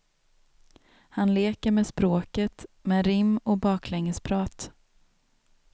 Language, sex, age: Swedish, female, 27